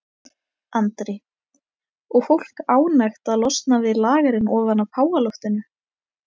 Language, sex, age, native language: Icelandic, female, 18-19, Icelandic